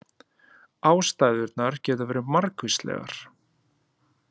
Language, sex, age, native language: Icelandic, male, 30-39, Icelandic